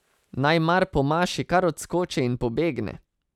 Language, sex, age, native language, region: Slovenian, male, 30-49, Slovenian, Savinja region